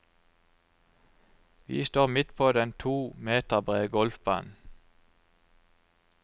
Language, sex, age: Norwegian, male, 29